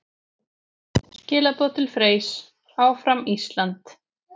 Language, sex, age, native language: Icelandic, female, 40-49, Icelandic